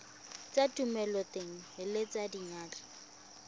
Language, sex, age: Tswana, female, 20